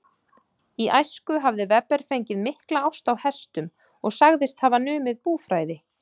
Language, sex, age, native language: Icelandic, female, 30-39, Icelandic